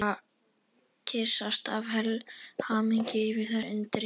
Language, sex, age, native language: Icelandic, female, 11, Icelandic